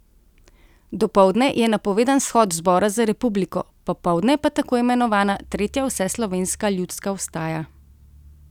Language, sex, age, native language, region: Slovenian, female, 30-49, Slovenian, Central Slovenia